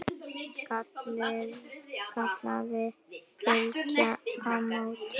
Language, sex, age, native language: Icelandic, female, 9, Icelandic